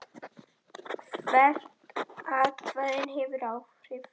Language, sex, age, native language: Icelandic, female, 10, Icelandic